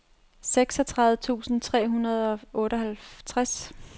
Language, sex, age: Danish, female, 30